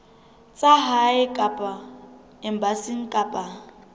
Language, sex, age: Southern Sotho, female, 22